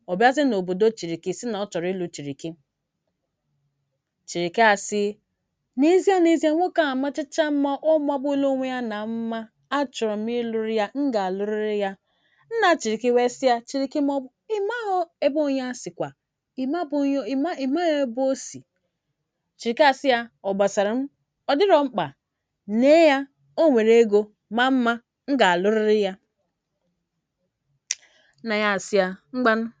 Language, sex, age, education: Igbo, female, 46-60, tertiary